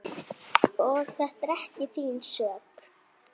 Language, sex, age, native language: Icelandic, female, 8, Icelandic